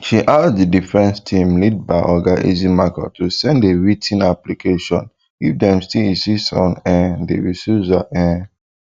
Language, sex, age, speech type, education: Nigerian Pidgin, male, 15-29, spontaneous, tertiary